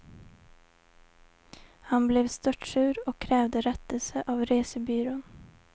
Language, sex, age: Swedish, female, 20